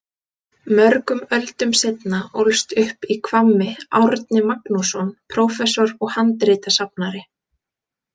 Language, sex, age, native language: Icelandic, female, 20-29, Icelandic